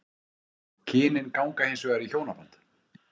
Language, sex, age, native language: Icelandic, male, 50-59, Icelandic